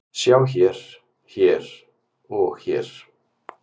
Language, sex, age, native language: Icelandic, male, 50-59, Icelandic